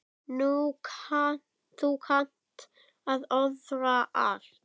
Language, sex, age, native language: Icelandic, female, 9, Icelandic